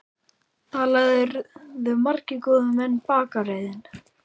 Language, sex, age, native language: Icelandic, male, 11, Icelandic